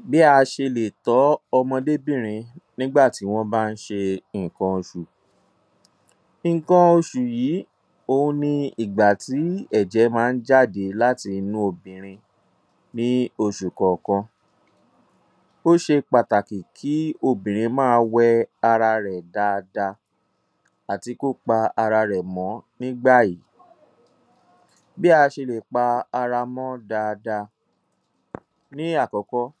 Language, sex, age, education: Yoruba, male, 30-45, tertiary